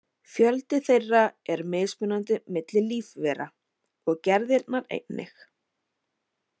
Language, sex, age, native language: Icelandic, female, 30-39, Icelandic